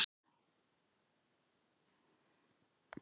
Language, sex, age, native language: Icelandic, male, 14, Icelandic